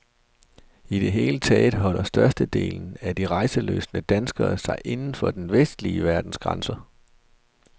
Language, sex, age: Danish, male, 32